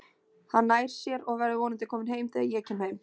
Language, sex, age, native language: Icelandic, female, 20-29, Icelandic